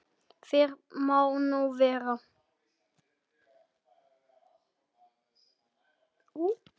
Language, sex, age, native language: Icelandic, male, 10, Icelandic